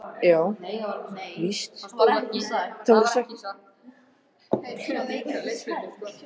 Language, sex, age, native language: Icelandic, male, 13, Icelandic